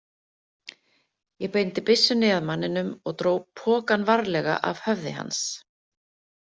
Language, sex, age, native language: Icelandic, female, 50-59, Icelandic